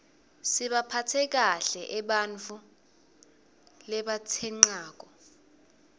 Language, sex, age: Swati, female, 22